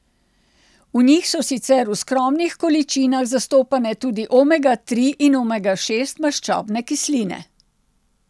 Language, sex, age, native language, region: Slovenian, female, 60+, Slovenian, Central Slovenia